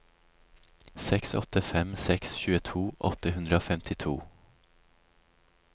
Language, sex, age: Norwegian, male, 36